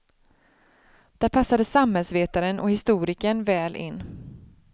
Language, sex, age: Swedish, female, 31